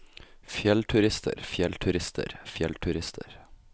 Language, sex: Norwegian, male